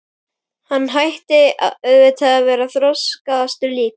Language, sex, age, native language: Icelandic, male, 12, Icelandic